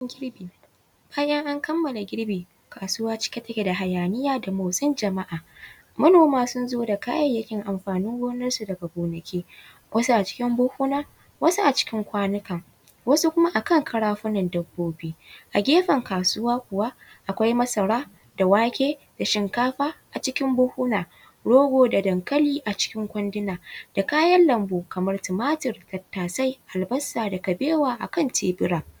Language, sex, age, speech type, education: Hausa, female, 15-29, spontaneous, tertiary